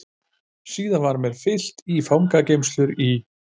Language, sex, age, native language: Icelandic, male, 50-59, Icelandic